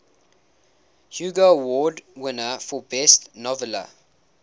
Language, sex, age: English, male, 19